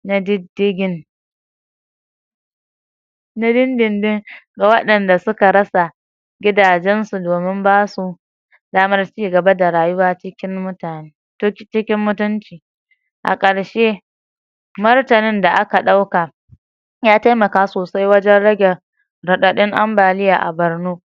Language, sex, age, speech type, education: Hausa, female, 30-45, spontaneous, tertiary